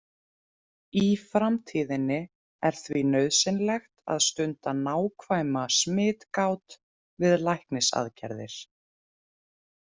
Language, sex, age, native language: Icelandic, female, 30-39, Icelandic